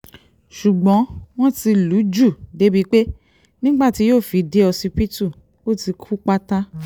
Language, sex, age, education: Yoruba, female, 30-45, tertiary